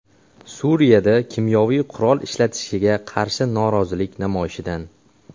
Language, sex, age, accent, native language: Uzbek, male, 18-24, Xorazm, Uzbek